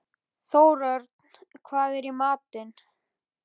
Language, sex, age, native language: Icelandic, male, 11, Icelandic